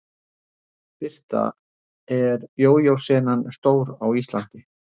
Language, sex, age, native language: Icelandic, male, 60-69, Icelandic